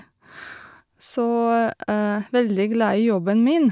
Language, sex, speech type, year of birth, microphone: Norwegian, female, spontaneous, 1982, Shure